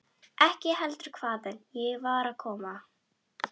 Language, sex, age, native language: Icelandic, female, 12, Icelandic